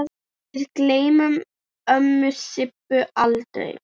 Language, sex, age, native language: Icelandic, female, 8, Icelandic